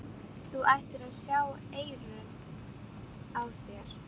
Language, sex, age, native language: Icelandic, female, 12, Icelandic